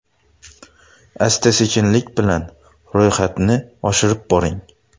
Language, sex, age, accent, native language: Uzbek, male, 25-34, Xorazm, Uzbek